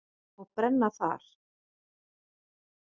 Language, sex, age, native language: Icelandic, female, 50-59, Icelandic